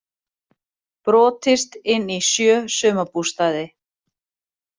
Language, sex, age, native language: Icelandic, female, 40-49, Icelandic